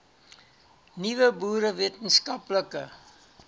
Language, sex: Afrikaans, male